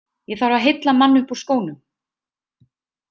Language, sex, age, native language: Icelandic, female, 20-29, Icelandic